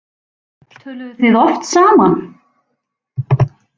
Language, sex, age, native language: Icelandic, female, 40-49, Icelandic